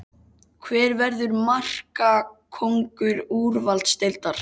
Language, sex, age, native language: Icelandic, male, 13, Icelandic